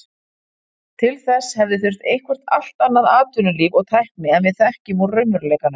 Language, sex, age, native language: Icelandic, female, 40-49, Icelandic